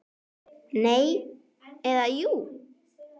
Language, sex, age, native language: Icelandic, male, 10, Icelandic